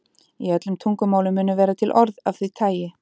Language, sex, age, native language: Icelandic, female, 30-39, Icelandic